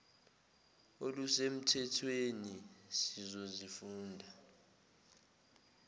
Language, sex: Zulu, male